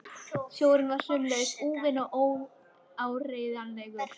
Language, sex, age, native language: Icelandic, female, 13, Icelandic